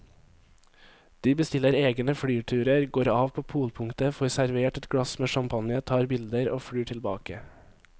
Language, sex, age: Norwegian, male, 23